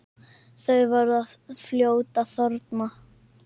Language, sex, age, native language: Icelandic, male, 9, Icelandic